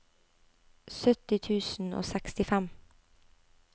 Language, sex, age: Norwegian, female, 25